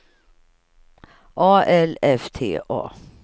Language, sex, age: Swedish, female, 55